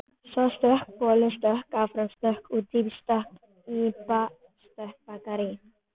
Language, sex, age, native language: Icelandic, female, 12, Icelandic